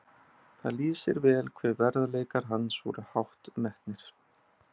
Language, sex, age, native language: Icelandic, male, 30-39, Icelandic